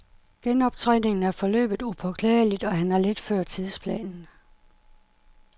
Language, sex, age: Danish, female, 51